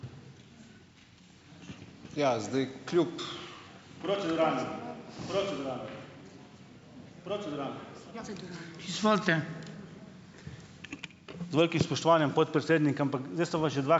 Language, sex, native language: Slovenian, male, Slovenian